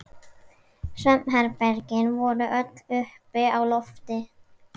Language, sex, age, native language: Icelandic, male, 11, Icelandic